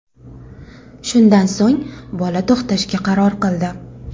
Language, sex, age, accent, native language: Uzbek, female, 35+, Toshkent shahri, Uzbek